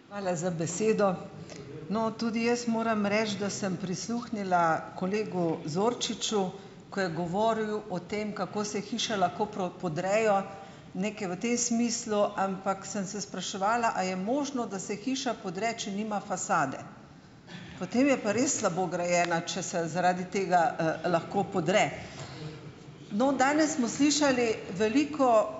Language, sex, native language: Slovenian, female, Slovenian